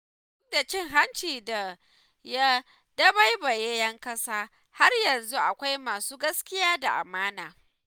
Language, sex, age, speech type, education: Hausa, female, 15-29, spontaneous, tertiary